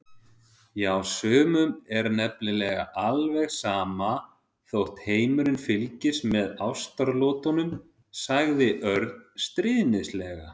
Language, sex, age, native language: Icelandic, male, 30-39, Icelandic